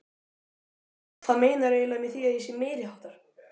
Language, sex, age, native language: Icelandic, male, 12, Icelandic